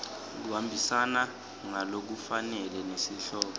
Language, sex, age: Swati, male, 20